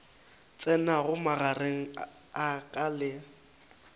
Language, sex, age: Northern Sotho, male, 19